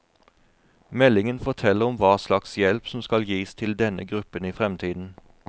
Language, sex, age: Norwegian, male, 41